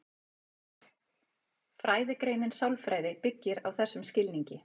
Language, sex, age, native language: Icelandic, female, 40-49, Icelandic